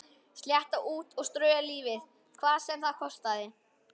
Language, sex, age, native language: Icelandic, male, 11, Icelandic